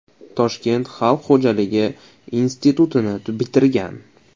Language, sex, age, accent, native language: Uzbek, male, 25-34, Toshkent shahri, Uzbek